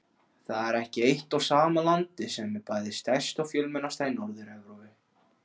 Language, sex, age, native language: Icelandic, male, 16, Icelandic